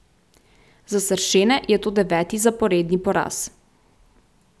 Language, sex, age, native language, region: Slovenian, female, 18-29, Slovenian, Central Slovenia